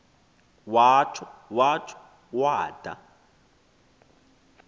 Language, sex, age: Xhosa, male, 20